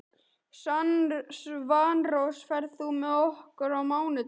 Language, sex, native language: Icelandic, male, Icelandic